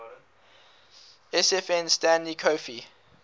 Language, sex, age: English, male, 19